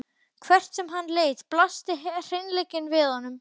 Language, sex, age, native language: Icelandic, male, 12, Icelandic